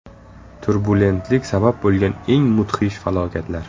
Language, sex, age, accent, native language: Uzbek, male, 25-34, Surxondaryo, Uzbek